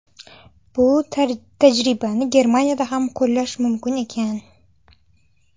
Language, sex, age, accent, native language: Uzbek, female, 19-29, Xorazm, Uzbek